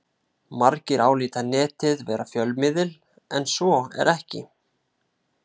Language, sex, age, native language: Icelandic, male, 30-39, Icelandic